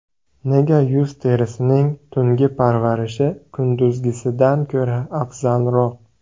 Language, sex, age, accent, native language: Uzbek, male, 18-24, Buxoro, Uzbek